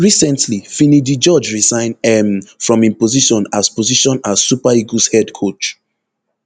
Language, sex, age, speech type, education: Nigerian Pidgin, male, 15-29, spontaneous, tertiary